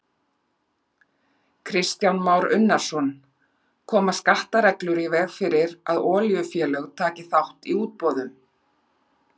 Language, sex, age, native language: Icelandic, female, 40-49, Icelandic